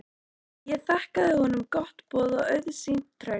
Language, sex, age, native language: Icelandic, female, 13, Icelandic